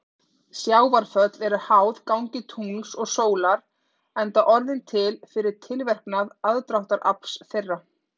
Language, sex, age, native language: Icelandic, female, 30-39, Icelandic